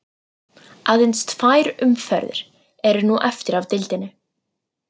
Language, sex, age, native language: Icelandic, female, 40-49, Icelandic